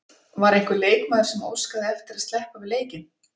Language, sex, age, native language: Icelandic, female, 40-49, Icelandic